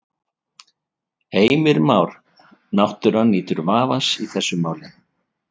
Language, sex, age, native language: Icelandic, male, 50-59, Icelandic